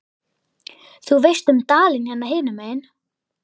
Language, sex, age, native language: Icelandic, male, 11, Icelandic